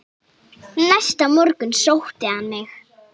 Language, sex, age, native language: Icelandic, female, 8, Icelandic